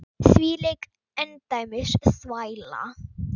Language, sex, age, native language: Icelandic, female, 9, Icelandic